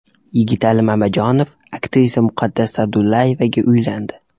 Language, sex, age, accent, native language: Uzbek, male, 18-24, Toshkent shahri, Uzbek